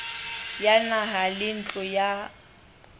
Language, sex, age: Southern Sotho, female, 21